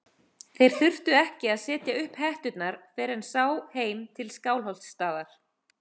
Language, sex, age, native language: Icelandic, female, 30-39, Icelandic